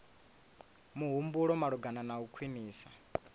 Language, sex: Venda, male